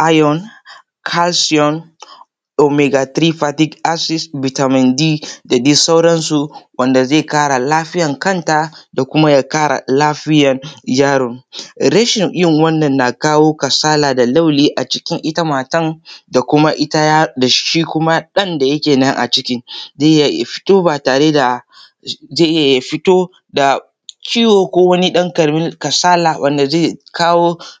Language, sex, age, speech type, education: Hausa, male, 15-29, spontaneous, tertiary